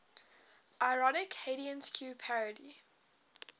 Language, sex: English, female